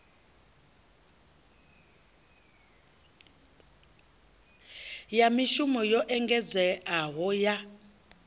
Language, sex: Venda, female